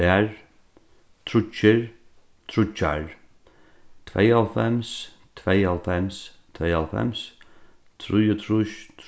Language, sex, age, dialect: Faroese, male, 36-60, Norðurstreymoy/Eysturoy